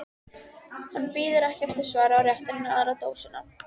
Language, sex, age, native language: Icelandic, female, 13, Icelandic